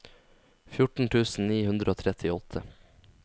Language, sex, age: Norwegian, male, 19